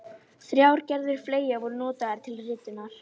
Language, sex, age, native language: Icelandic, female, 18-19, Icelandic